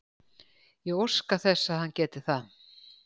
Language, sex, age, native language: Icelandic, female, 60-69, Icelandic